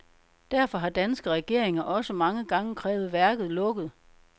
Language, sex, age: Danish, female, 52